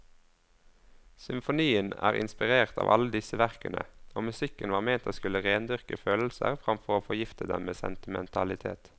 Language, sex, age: Norwegian, male, 22